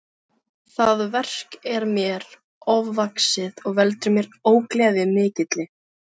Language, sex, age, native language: Icelandic, female, 15, Filipino